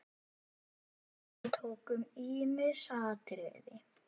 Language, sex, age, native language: Icelandic, male, 9, Icelandic